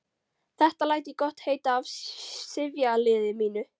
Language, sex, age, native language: Icelandic, female, 13, Icelandic